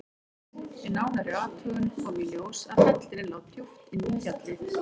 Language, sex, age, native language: Icelandic, female, 40-49, Icelandic